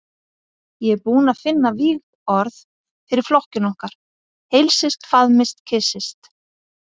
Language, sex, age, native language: Icelandic, female, 50-59, Icelandic